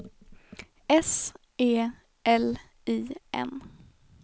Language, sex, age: Swedish, female, 21